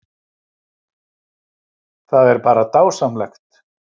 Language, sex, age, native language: Icelandic, male, 60-69, Icelandic